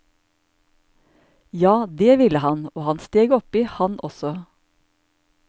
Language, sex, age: Norwegian, male, 54